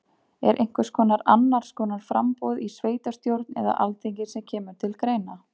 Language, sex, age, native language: Icelandic, female, 30-39, Icelandic